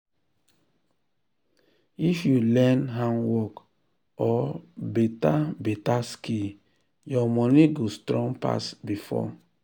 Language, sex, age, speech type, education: Nigerian Pidgin, male, 30-45, spontaneous, tertiary